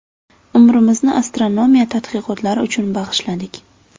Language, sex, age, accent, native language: Uzbek, female, 18-24, Navoiy, Uzbek